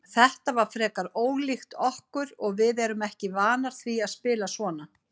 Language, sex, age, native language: Icelandic, female, 50-59, Icelandic